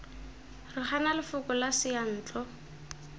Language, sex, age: Tswana, female, 18